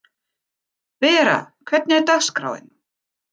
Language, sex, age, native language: Icelandic, female, 50-59, German